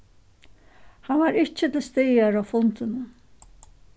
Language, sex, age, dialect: Faroese, female, 61+, Suðurstreymoy